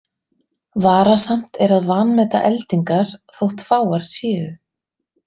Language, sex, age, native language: Icelandic, female, 30-39, Icelandic